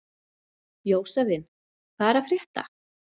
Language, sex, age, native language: Icelandic, female, 40-49, Icelandic